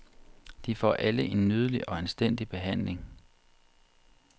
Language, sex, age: Danish, male, 40